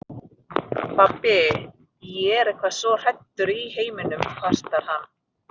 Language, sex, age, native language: Icelandic, female, 30-39, Filipino